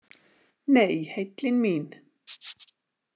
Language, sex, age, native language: Icelandic, female, 60-69, Icelandic